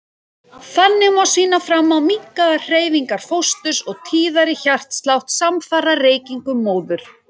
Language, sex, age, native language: Icelandic, female, 40-49, Icelandic